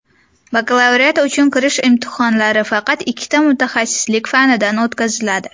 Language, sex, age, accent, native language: Uzbek, female, under 19, Sirdaryo, Uzbek